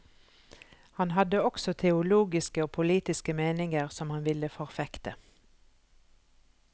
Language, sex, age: Norwegian, female, 43